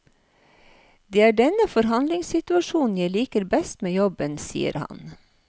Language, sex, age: Norwegian, female, 53